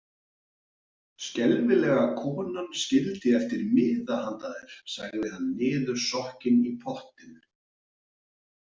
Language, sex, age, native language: Icelandic, male, 40-49, Icelandic